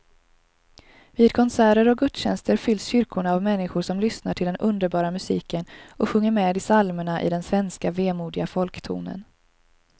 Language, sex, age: Swedish, female, 23